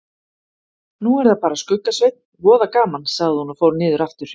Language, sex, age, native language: Icelandic, female, 50-59, Icelandic